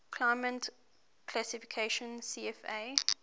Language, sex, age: English, female, 18